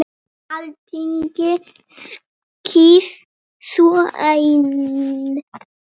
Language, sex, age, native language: Icelandic, male, 8, Icelandic